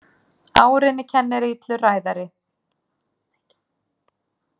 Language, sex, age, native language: Icelandic, female, 30-39, Icelandic